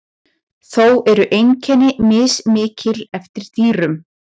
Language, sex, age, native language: Icelandic, female, 20-29, Icelandic